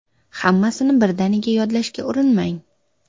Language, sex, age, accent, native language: Uzbek, female, 19-29, Xorazm, Uzbek